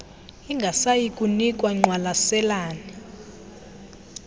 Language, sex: Xhosa, female